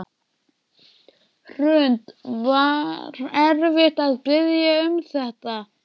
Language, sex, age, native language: Icelandic, male, 12, Icelandic